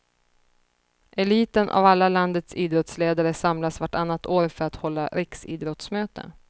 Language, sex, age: Swedish, female, 30